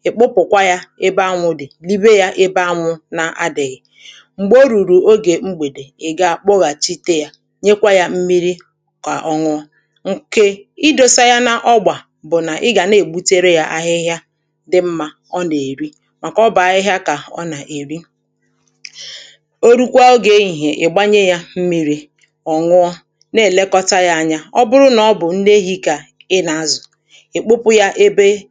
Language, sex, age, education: Igbo, female, 30-45, primary